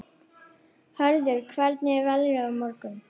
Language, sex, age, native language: Icelandic, female, 11, Icelandic